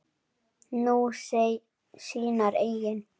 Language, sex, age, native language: Icelandic, male, 10, Icelandic